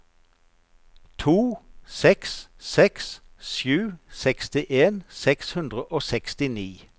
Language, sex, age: Norwegian, male, 54